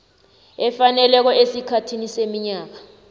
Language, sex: South Ndebele, female